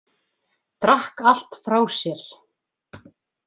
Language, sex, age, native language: Icelandic, female, 20-29, Icelandic